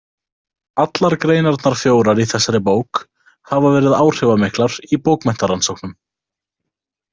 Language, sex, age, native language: Icelandic, male, 18-19, Icelandic